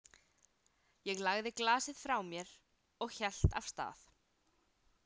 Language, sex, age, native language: Icelandic, female, 18-19, Icelandic